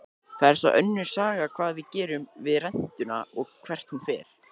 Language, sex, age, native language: Icelandic, male, 20-29, Icelandic